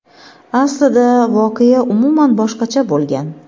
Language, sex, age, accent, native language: Uzbek, female, 25-34, Xorazm, Uzbek